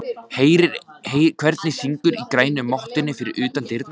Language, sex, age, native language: Icelandic, male, 14, Icelandic